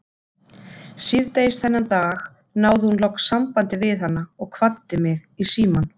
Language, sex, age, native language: Icelandic, female, 30-39, Icelandic